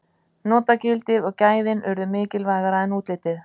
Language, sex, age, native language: Icelandic, female, 50-59, Icelandic